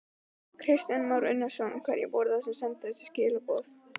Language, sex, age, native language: Icelandic, female, 12, Icelandic